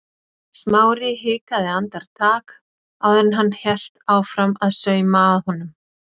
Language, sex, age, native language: Icelandic, female, 40-49, Icelandic